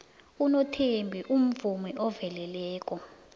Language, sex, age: South Ndebele, female, 19